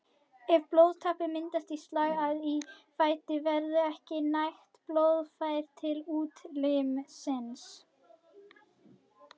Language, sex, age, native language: Icelandic, female, 21, Icelandic